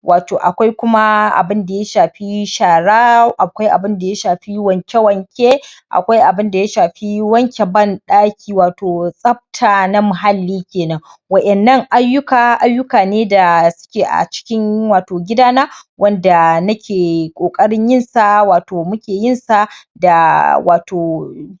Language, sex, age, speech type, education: Hausa, male, 15-29, spontaneous, primary